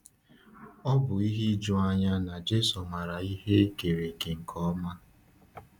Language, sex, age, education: Igbo, male, 15-29, tertiary